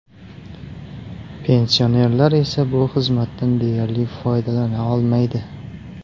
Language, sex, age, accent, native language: Uzbek, male, 18-24, Xorazm, Karakalpak